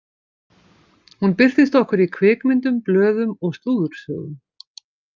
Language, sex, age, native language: Icelandic, female, 50-59, Icelandic